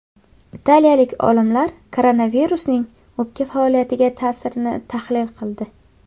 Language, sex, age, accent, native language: Uzbek, female, under 19, Qashqadaryo, Uzbek